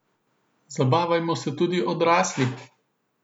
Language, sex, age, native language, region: Slovenian, male, 18-29, Slovenian, Southeast Slovenia